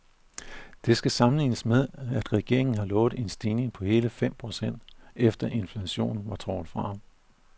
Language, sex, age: Danish, male, 41